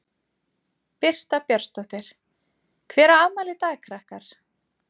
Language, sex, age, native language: Icelandic, female, 30-39, Icelandic